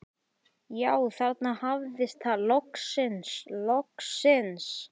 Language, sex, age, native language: Icelandic, male, 11, Icelandic